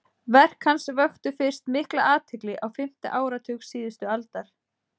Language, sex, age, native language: Icelandic, female, 40-49, Icelandic